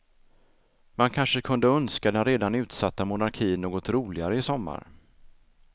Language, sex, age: Swedish, male, 33